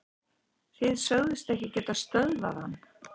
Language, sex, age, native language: Icelandic, female, 50-59, Icelandic